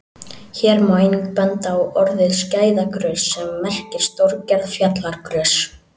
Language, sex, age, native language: Icelandic, male, 18-19, Icelandic